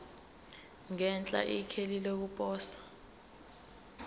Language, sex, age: Zulu, female, 19